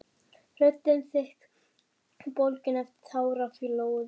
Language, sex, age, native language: Icelandic, female, 11, Icelandic